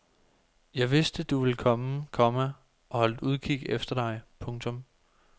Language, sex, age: Danish, male, 24